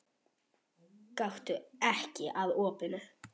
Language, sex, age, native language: Icelandic, female, 10, Icelandic